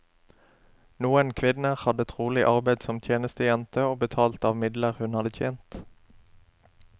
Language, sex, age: Norwegian, male, 27